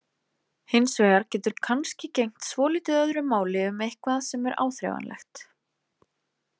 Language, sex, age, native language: Icelandic, female, 20-29, Icelandic